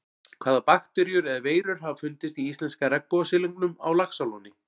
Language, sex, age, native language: Icelandic, male, 40-49, Icelandic